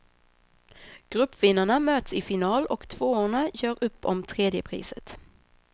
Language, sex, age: Swedish, female, 26